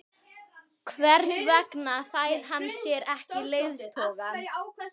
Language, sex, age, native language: Icelandic, female, 12, Icelandic